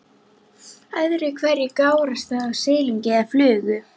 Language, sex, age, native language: Icelandic, female, 11, Icelandic